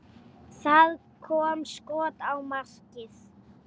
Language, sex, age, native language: Icelandic, female, 8, Icelandic